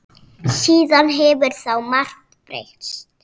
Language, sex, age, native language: Icelandic, female, 6, Icelandic